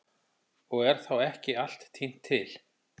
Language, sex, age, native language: Icelandic, male, 50-59, Icelandic